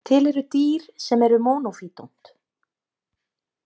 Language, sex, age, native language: Icelandic, female, 30-39, Icelandic